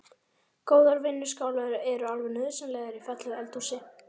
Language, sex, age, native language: Icelandic, female, 11, Icelandic